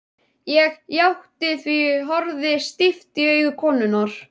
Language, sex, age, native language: Icelandic, male, 11, Icelandic